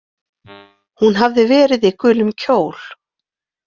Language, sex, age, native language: Icelandic, female, 40-49, Icelandic